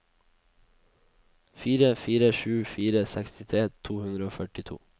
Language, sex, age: Norwegian, male, 21